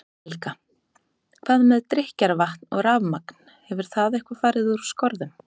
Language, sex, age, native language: Icelandic, female, 30-39, Icelandic